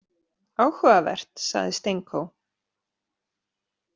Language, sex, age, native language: Icelandic, male, 40-49, Icelandic